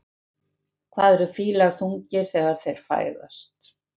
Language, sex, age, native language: Icelandic, female, 70-79, Icelandic